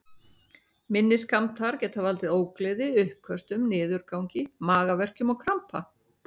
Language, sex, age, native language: Icelandic, female, 60-69, Icelandic